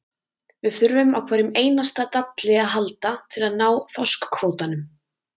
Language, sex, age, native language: Icelandic, female, 20-29, Icelandic